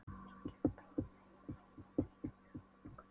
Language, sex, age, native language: Icelandic, female, 12, Polish